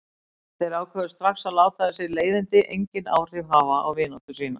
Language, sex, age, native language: Icelandic, female, 60-69, Icelandic